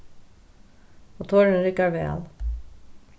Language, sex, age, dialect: Faroese, female, 36-60, Norðurstreymoy/Eysturoy